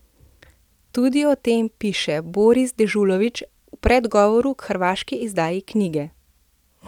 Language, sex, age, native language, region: Slovenian, female, 30-49, Slovenian, Central Slovenia